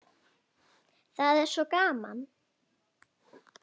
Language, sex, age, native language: Icelandic, female, 9, Icelandic